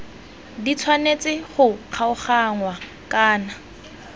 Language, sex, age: Tswana, female, 18